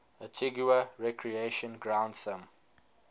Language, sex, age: English, male, 19